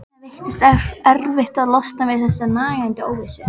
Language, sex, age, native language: Icelandic, female, 11, Icelandic